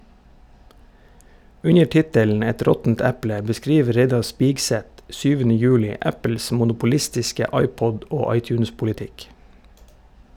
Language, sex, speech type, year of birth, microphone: Norwegian, male, read, 1971, Shure